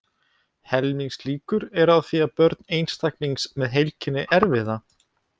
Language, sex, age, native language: Icelandic, male, 20-29, Icelandic